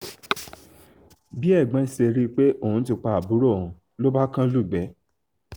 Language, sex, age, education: Yoruba, male, 15-29, tertiary